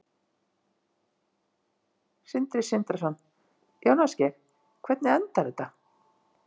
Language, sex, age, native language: Icelandic, female, 50-59, Icelandic